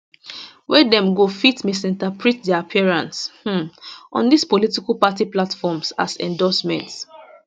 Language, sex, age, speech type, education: Nigerian Pidgin, female, 15-29, spontaneous, tertiary